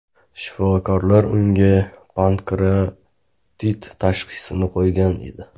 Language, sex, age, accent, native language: Uzbek, male, 25-34, Namangan, Uzbek